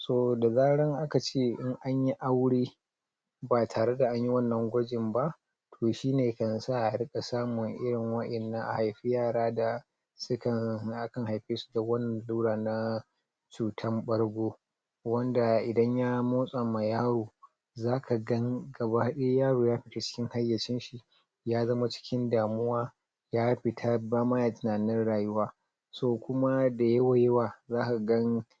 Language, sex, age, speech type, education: Hausa, male, 30-45, spontaneous, tertiary